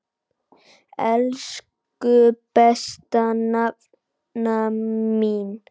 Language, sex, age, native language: Icelandic, male, 9, Icelandic